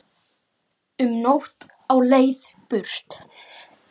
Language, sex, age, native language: Icelandic, male, 9, Icelandic